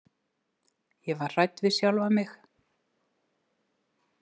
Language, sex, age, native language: Icelandic, female, 60-69, Icelandic